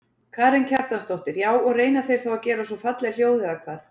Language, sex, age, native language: Icelandic, female, 40-49, Icelandic